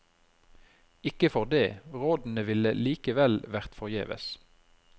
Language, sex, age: Norwegian, male, 33